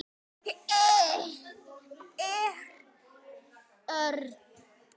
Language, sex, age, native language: Icelandic, male, 9, Icelandic